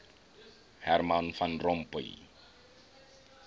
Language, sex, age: English, male, 21